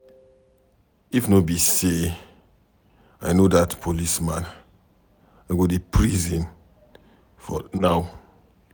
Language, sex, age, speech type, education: Nigerian Pidgin, male, 15-29, read, secondary